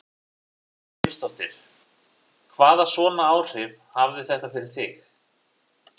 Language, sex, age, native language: Icelandic, male, 40-49, Icelandic